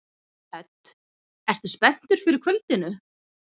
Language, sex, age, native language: Icelandic, female, 11, Icelandic